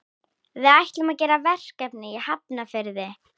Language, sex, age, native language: Icelandic, female, 10, Icelandic